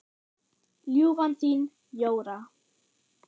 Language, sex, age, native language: Icelandic, female, 8, German